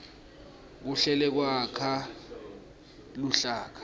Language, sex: Swati, male